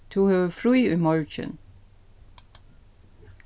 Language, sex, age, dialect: Faroese, female, 36-60, Suðurstreymoy